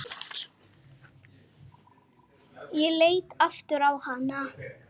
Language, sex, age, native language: Icelandic, male, 9, Icelandic